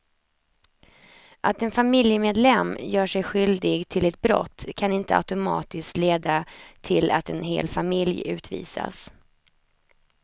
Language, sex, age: Swedish, female, 28